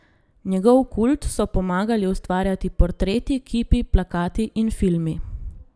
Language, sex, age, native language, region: Slovenian, female, 30-49, Slovenian, Gorenjska region